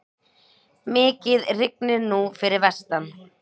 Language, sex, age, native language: Icelandic, female, 20-29, Icelandic